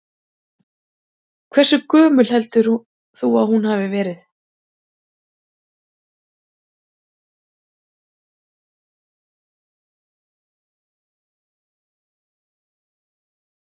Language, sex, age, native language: Icelandic, female, 40-49, Icelandic